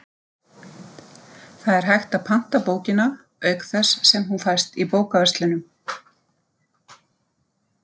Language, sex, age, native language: Icelandic, female, 50-59, Icelandic